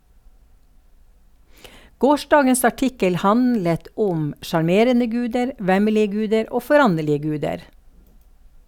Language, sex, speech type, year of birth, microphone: Norwegian, female, read, 1952, Sennheiser